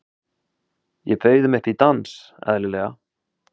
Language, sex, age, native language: Icelandic, male, 30-39, Icelandic